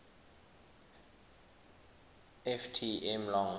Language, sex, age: English, male, 21